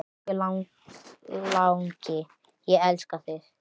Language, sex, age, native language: Icelandic, male, 9, Icelandic